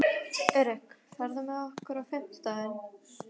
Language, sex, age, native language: Icelandic, female, 12, Icelandic